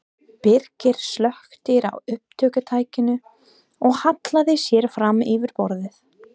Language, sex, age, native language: Icelandic, female, 30-39, English